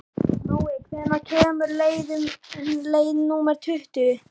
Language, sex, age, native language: Icelandic, male, 11, Icelandic